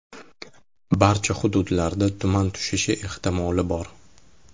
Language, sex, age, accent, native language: Uzbek, male, 25-34, Toshkent shahri, Uzbek